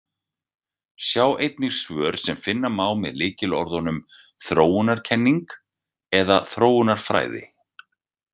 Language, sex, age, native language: Icelandic, male, 40-49, Icelandic